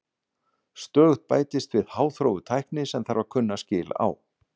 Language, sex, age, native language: Icelandic, male, 60-69, Icelandic